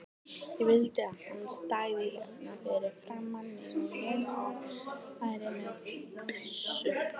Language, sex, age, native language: Icelandic, female, 18-19, Icelandic